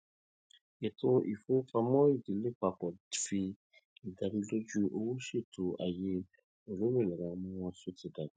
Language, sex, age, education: Yoruba, male, 30-45, tertiary